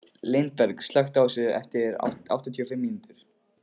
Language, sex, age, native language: Icelandic, male, 15, Icelandic